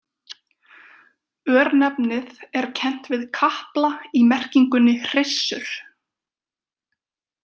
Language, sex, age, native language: Icelandic, female, 20-29, Icelandic